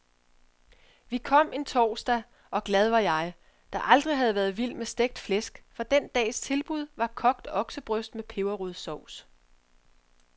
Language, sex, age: Danish, female, 31